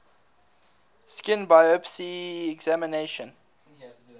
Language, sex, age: English, male, 19